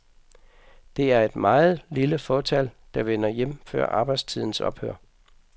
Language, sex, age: Danish, male, 55